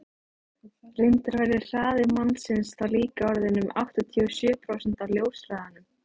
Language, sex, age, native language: Icelandic, female, 18-19, Icelandic